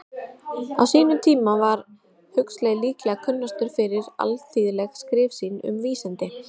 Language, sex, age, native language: Icelandic, female, 30-39, Icelandic